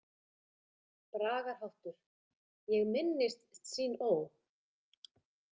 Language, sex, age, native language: Icelandic, female, 30-39, Icelandic